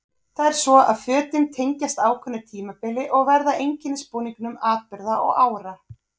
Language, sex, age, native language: Icelandic, female, 30-39, Icelandic